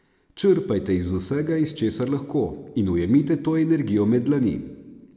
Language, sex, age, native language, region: Slovenian, male, 30-49, Slovenian, Savinja region